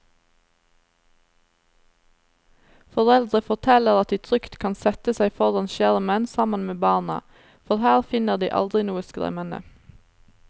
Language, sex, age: Norwegian, female, 27